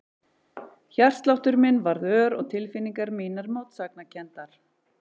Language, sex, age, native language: Icelandic, male, 11, Icelandic